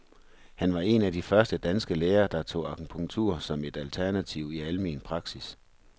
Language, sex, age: Danish, male, 43